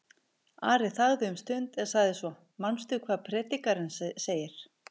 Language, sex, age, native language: Icelandic, female, 50-59, Icelandic